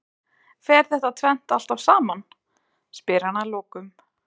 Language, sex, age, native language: Icelandic, female, 20-29, Icelandic